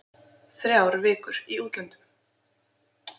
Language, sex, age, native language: Icelandic, female, 20-29, Icelandic